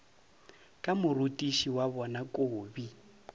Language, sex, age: Northern Sotho, male, 30